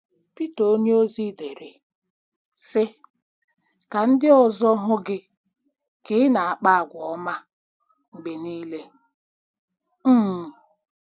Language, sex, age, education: Igbo, female, 46-60, tertiary